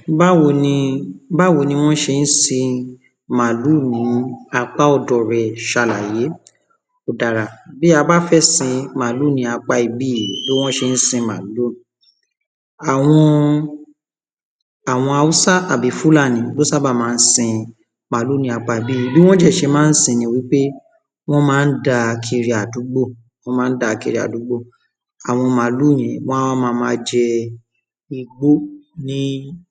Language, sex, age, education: Yoruba, male, 15-29, tertiary